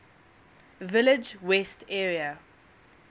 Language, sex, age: English, female, 20